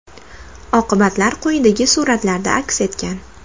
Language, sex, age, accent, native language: Uzbek, female, 19-29, Toshkent shahri, Uzbek